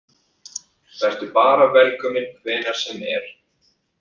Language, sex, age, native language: Icelandic, male, 30-39, Icelandic